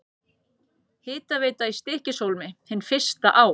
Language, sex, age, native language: Icelandic, male, 14, Icelandic